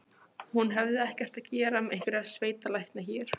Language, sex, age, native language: Icelandic, female, 15, Polish